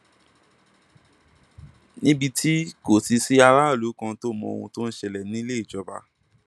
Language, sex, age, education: Yoruba, male, 15-29, tertiary